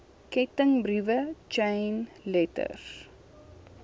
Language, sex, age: Afrikaans, female, 21